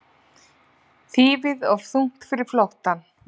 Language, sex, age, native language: Icelandic, female, 40-49, Icelandic